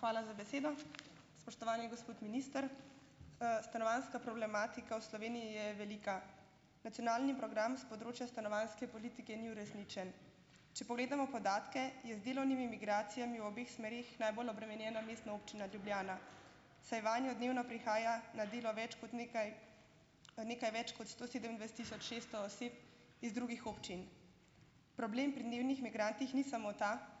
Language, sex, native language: Slovenian, female, Slovenian